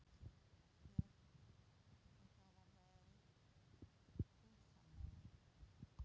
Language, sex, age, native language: Icelandic, female, 40-49, Polish